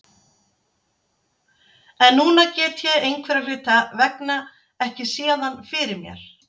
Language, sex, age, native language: Icelandic, female, 60-69, Icelandic